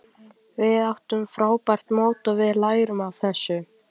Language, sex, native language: Icelandic, male, Icelandic